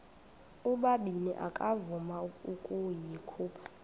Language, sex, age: Xhosa, female, 26